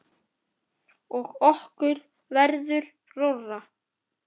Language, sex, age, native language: Icelandic, male, 10, Icelandic